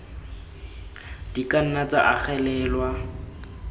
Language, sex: Tswana, male